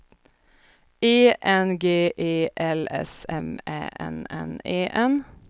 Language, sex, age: Swedish, female, 30